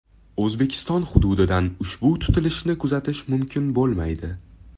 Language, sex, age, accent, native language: Uzbek, male, 12-17, Toshkent shahri, Uzbek